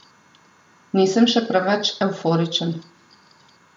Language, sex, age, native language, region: Slovenian, female, 30-49, Slovenian, Southeast Slovenia